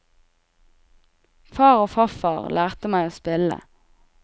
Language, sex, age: Norwegian, female, 20